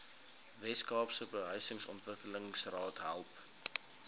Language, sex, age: Afrikaans, male, 19